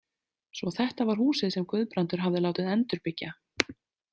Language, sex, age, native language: Icelandic, female, 30-39, Icelandic